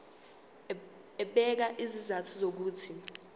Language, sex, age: Zulu, female, 19